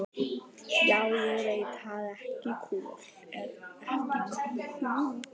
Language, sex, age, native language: Icelandic, female, 18-19, Icelandic